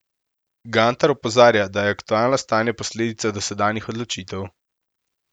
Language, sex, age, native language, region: Slovenian, male, 18-29, Slovenian, Central Slovenia